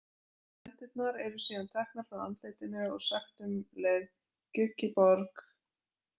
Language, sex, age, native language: Icelandic, female, 20-29, Icelandic